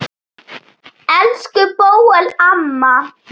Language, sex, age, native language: Icelandic, female, 8, Icelandic